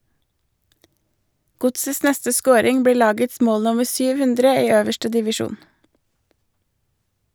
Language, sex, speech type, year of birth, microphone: Norwegian, female, read, 1983, Shure